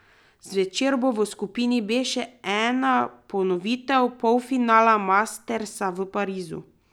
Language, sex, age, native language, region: Slovenian, female, 30-49, Slovenian, Drava region